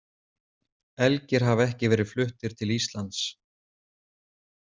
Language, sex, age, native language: Icelandic, male, 40-49, Icelandic